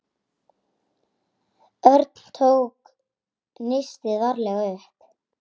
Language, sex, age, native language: Icelandic, female, 8, Icelandic